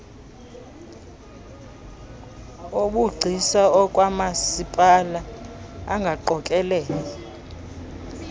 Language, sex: Xhosa, female